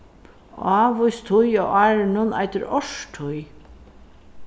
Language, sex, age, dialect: Faroese, female, 36-60, Suðurstreymoy